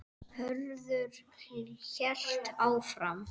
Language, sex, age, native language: Icelandic, male, 10, Icelandic